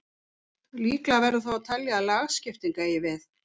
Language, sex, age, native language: Icelandic, female, 50-59, Icelandic